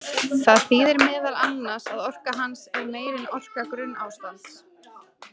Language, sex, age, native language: Icelandic, female, 20-29, Icelandic